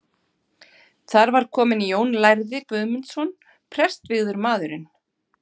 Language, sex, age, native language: Icelandic, female, 50-59, Icelandic